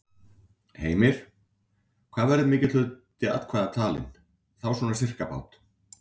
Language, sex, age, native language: Icelandic, male, 40-49, Icelandic